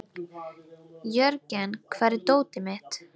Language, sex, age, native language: Icelandic, female, 12, Icelandic